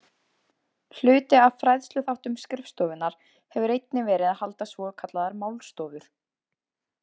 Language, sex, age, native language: Icelandic, female, 20-29, Icelandic